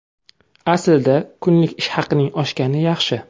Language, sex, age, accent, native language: Uzbek, male, 25-34, Samarqand, Uzbek